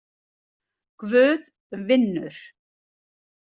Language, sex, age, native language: Icelandic, female, 60-69, Icelandic